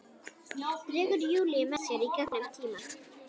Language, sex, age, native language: Icelandic, female, 11, Icelandic